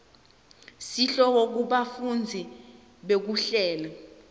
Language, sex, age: Swati, female, 20